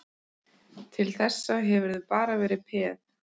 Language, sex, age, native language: Icelandic, male, 13, Icelandic